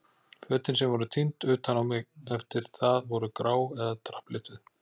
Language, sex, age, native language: Icelandic, male, 40-49, Icelandic